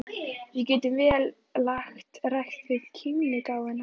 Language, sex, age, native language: Icelandic, female, 11, Icelandic